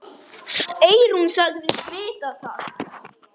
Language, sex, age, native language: Icelandic, male, 10, Icelandic